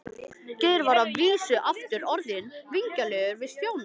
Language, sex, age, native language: Icelandic, male, 13, Icelandic